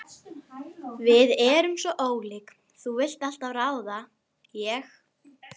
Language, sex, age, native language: Icelandic, female, 11, Icelandic